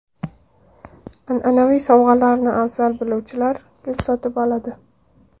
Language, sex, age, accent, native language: Uzbek, female, 19-29, Andijon, Uzbek